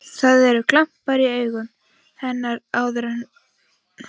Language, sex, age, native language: Icelandic, female, 15, Icelandic